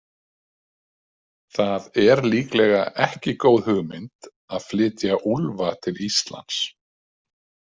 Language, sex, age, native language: Icelandic, male, 30-39, Icelandic